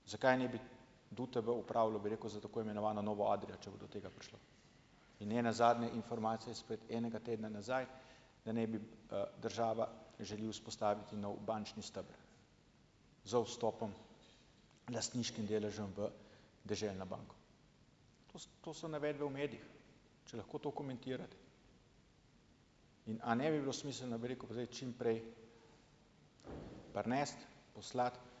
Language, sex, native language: Slovenian, male, Slovenian